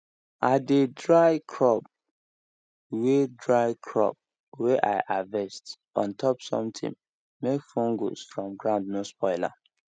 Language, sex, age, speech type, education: Nigerian Pidgin, male, 15-29, spontaneous, tertiary